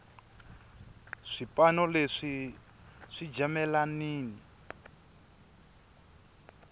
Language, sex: Tsonga, male